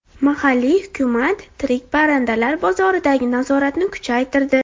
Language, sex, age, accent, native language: Uzbek, female, under 19, Andijon, Uzbek